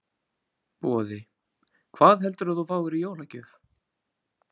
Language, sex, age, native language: Icelandic, male, 20-29, Icelandic